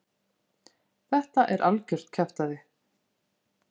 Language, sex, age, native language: Icelandic, female, 50-59, Icelandic